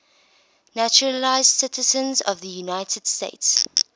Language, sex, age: English, female, 21